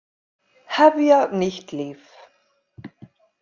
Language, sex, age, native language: Icelandic, female, 50-59, Icelandic